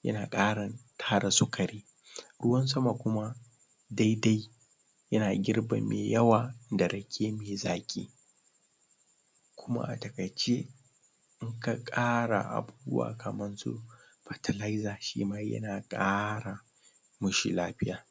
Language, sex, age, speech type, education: Hausa, male, 30-45, spontaneous, tertiary